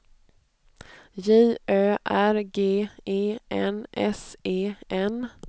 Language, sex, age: Swedish, female, 29